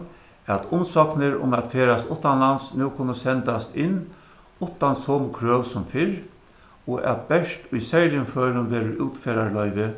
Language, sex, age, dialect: Faroese, male, 61+, Suðuroy